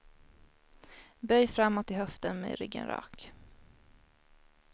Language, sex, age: Swedish, female, 21